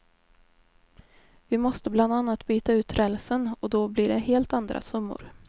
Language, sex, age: Swedish, female, 20